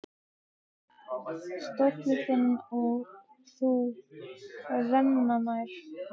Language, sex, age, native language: Icelandic, male, 15, Icelandic